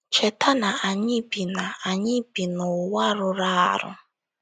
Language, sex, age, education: Igbo, female, 15-29, tertiary